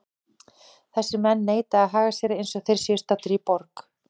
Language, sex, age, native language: Icelandic, female, 40-49, Icelandic